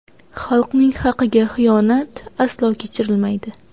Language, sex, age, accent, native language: Uzbek, female, 18-24, Xorazm, Uzbek